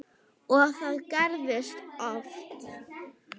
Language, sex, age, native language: Icelandic, female, 9, Icelandic